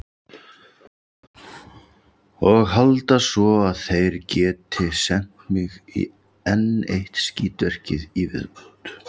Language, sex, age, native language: Icelandic, male, 40-49, Icelandic